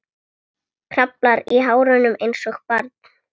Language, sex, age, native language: Icelandic, female, 8, Icelandic